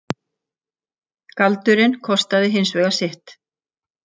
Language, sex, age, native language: Icelandic, female, 60-69, Icelandic